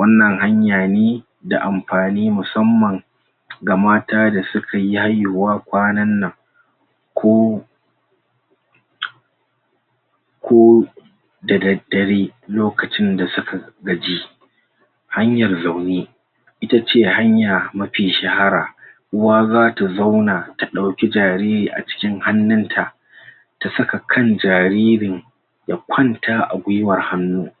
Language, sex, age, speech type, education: Hausa, male, 46-60, spontaneous, tertiary